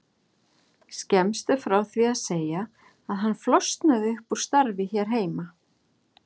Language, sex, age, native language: Icelandic, female, 40-49, Icelandic